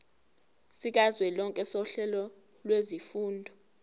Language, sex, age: Zulu, female, 18